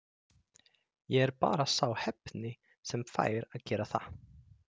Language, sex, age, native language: Icelandic, male, 30-39, Icelandic